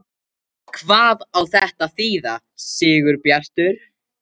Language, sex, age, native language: Icelandic, male, 13, Icelandic